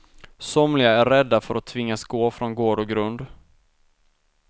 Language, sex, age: Swedish, male, 19